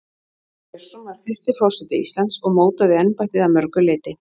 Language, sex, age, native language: Icelandic, female, 40-49, Icelandic